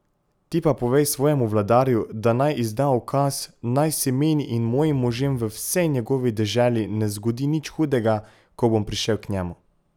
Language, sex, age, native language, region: Slovenian, male, 18-29, Slovenian, Pomurje region